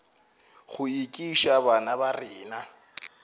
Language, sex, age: Northern Sotho, male, 24